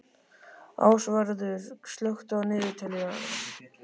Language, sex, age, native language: Icelandic, male, 13, Icelandic